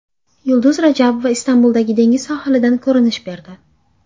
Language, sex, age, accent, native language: Uzbek, female, 18-24, Andijon, Uzbek